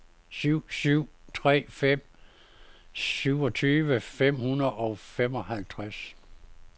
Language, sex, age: Danish, male, 52